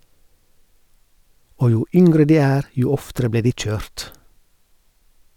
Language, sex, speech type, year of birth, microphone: Norwegian, male, read, 1970, Sennheiser